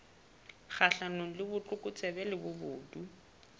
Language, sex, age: Southern Sotho, female, 22